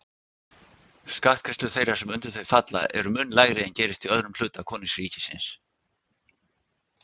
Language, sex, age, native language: Icelandic, male, 60-69, Icelandic